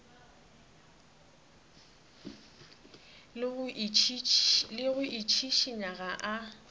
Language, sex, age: Northern Sotho, female, 27